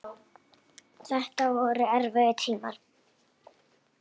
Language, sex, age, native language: Icelandic, female, 6, Icelandic